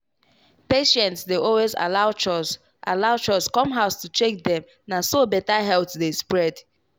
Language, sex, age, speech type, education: Nigerian Pidgin, female, 15-29, spontaneous, tertiary